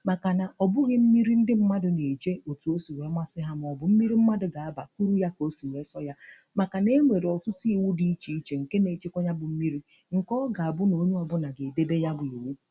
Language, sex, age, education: Igbo, female, 60+, tertiary